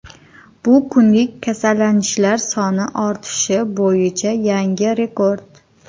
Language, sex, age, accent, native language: Uzbek, female, 30-39, Qoraqalpog'iston, Uzbek